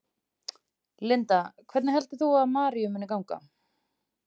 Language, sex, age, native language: Icelandic, female, 30-39, Icelandic